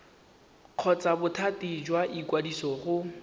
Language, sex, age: Tswana, male, 19